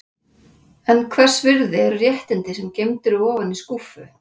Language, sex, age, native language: Icelandic, female, 40-49, Icelandic